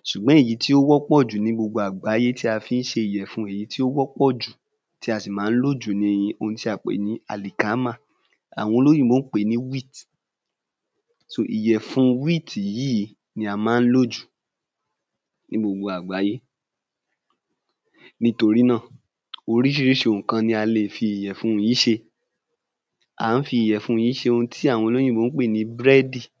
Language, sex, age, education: Yoruba, male, 15-29, tertiary